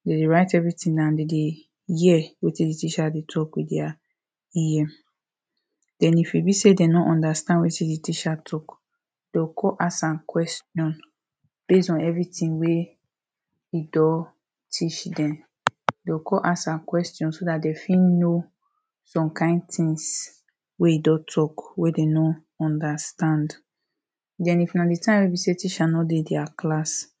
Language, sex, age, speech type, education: Nigerian Pidgin, female, 30-45, spontaneous, tertiary